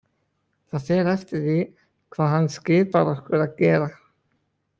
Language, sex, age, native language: Icelandic, male, 18-19, Icelandic